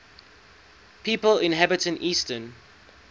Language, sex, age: English, male, 19